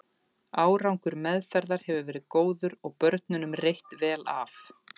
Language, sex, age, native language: Icelandic, female, 40-49, Icelandic